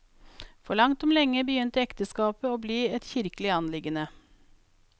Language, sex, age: Norwegian, female, 42